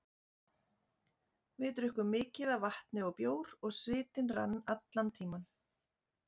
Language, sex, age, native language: Icelandic, female, 40-49, Icelandic